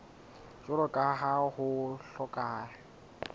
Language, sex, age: Southern Sotho, male, 20